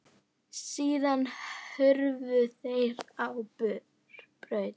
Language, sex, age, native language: Icelandic, female, 9, Icelandic